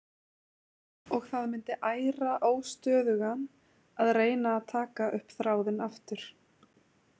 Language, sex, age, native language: Icelandic, female, 20-29, Icelandic